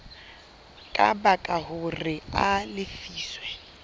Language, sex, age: Southern Sotho, female, 22